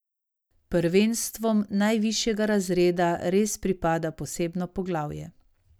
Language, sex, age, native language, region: Slovenian, female, 30-49, Slovenian, Savinja region